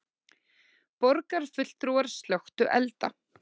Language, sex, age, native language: Icelandic, female, 30-39, Icelandic